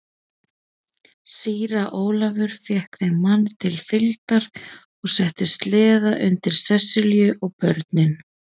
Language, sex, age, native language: Icelandic, female, 30-39, Icelandic